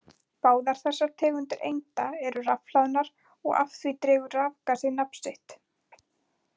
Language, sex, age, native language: Icelandic, female, 20-29, Icelandic